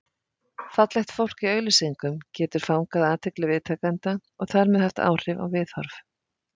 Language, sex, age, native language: Icelandic, female, 50-59, Icelandic